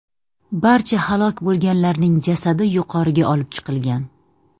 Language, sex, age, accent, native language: Uzbek, female, 30-39, Samarqand, Uzbek